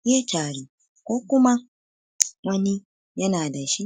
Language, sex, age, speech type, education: Hausa, female, 60+, spontaneous, tertiary